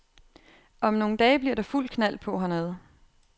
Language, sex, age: Danish, female, 28